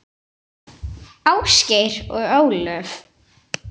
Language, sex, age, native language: Icelandic, female, 7, Icelandic